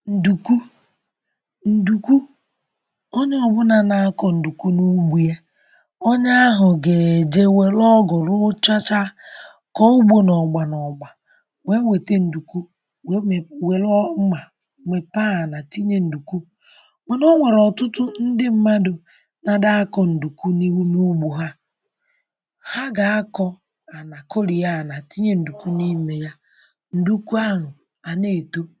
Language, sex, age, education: Igbo, female, 30-45, primary